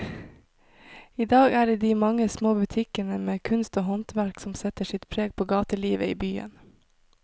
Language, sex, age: Norwegian, female, 26